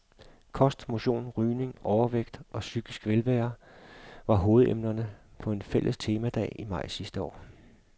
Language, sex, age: Danish, male, 52